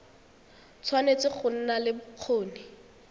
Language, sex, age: Tswana, female, 21